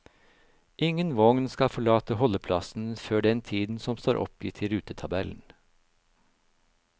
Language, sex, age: Norwegian, male, 56